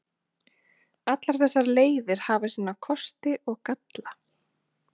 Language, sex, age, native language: Icelandic, female, 30-39, Icelandic